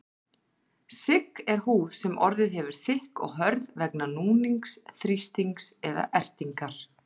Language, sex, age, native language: Icelandic, female, 40-49, Icelandic